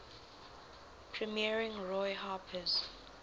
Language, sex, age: English, female, 19